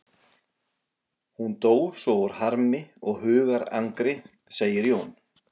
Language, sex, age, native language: Icelandic, male, 40-49, Icelandic